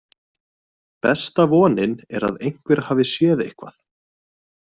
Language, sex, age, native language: Icelandic, male, 20-29, Icelandic